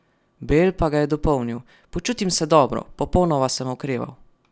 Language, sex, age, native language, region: Slovenian, male, 12-17, Slovenian, Savinja region